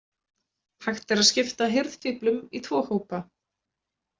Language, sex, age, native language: Icelandic, female, 20-29, Icelandic